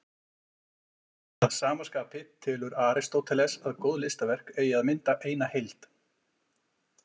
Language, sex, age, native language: Icelandic, male, 40-49, Icelandic